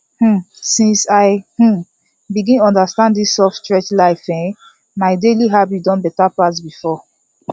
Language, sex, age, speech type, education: Nigerian Pidgin, female, 15-29, spontaneous, tertiary